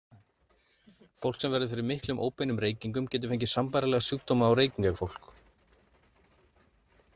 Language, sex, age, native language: Icelandic, male, 30-39, Icelandic